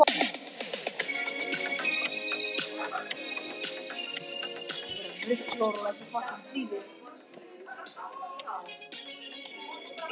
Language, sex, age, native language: Icelandic, male, 18-19, Icelandic